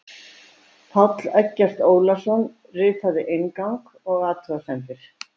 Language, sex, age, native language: Icelandic, female, 70-79, Icelandic